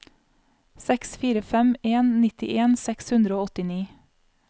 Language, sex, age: Norwegian, female, 35